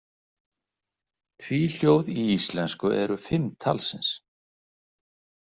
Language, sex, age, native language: Icelandic, male, 60-69, Icelandic